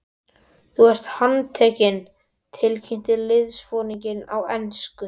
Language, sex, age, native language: Icelandic, male, 12, Icelandic